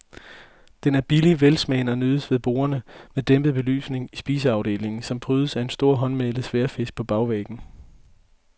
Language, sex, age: Danish, male, 20